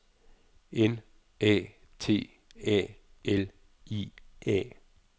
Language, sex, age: Danish, male, 46